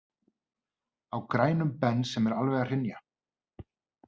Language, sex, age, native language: Icelandic, male, 30-39, Icelandic